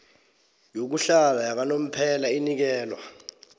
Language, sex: South Ndebele, male